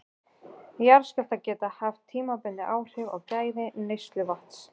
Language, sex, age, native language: Icelandic, female, 30-39, Icelandic